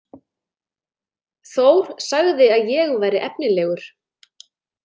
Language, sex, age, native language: Icelandic, female, 30-39, Icelandic